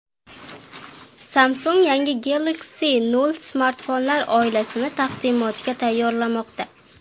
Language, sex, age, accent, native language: Uzbek, female, under 19, Qashqadaryo, Uzbek